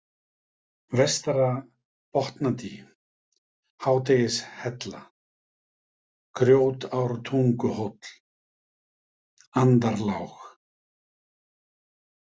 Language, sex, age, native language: Icelandic, male, 50-59, Icelandic